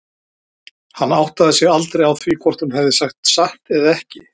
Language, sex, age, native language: Icelandic, male, 40-49, Icelandic